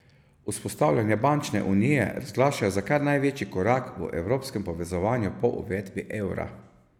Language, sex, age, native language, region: Slovenian, male, 50-59, Slovenian, Savinja region